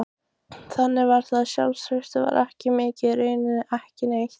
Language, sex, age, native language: Icelandic, female, 15, Icelandic